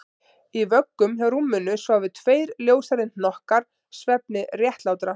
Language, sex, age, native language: Icelandic, female, 30-39, Icelandic